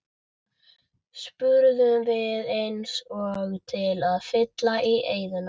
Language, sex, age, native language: Icelandic, male, 11, Icelandic